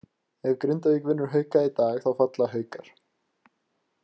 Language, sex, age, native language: Icelandic, male, 20-29, Icelandic